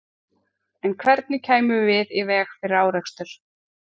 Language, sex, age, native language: Icelandic, female, 40-49, Icelandic